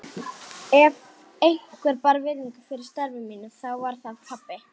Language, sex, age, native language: Icelandic, female, 18-19, Icelandic